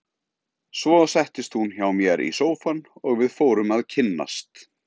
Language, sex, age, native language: Icelandic, male, 30-39, Icelandic